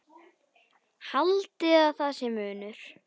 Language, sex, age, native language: Icelandic, female, 10, Icelandic